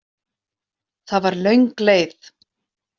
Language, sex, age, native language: Icelandic, female, 40-49, Icelandic